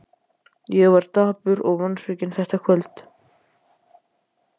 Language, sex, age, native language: Icelandic, male, 12, Icelandic